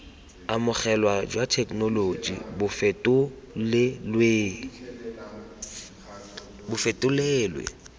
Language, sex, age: Tswana, male, 24